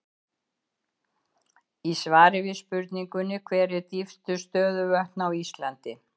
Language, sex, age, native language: Icelandic, female, 70-79, Icelandic